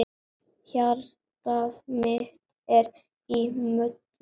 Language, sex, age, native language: Icelandic, male, 8, Icelandic